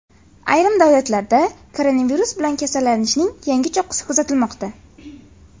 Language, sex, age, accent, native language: Uzbek, female, 18-24, Farg'ona, Uzbek